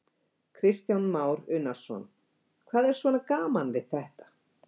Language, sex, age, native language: Icelandic, female, 50-59, Icelandic